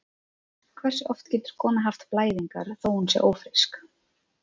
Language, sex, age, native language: Icelandic, female, 30-39, Icelandic